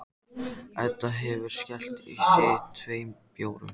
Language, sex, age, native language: Icelandic, male, 14, Icelandic